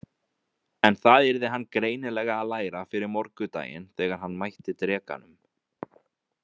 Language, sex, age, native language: Icelandic, male, 20-29, Icelandic